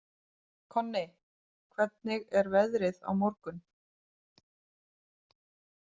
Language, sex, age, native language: Icelandic, female, 30-39, Icelandic